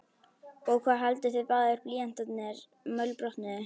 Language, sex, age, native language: Icelandic, female, 11, Icelandic